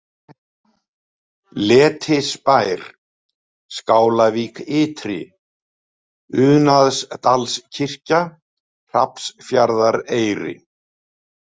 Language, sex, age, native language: Icelandic, male, 70-79, Icelandic